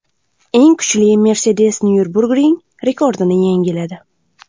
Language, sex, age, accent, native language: Uzbek, female, 18-24, Buxoro, Uzbek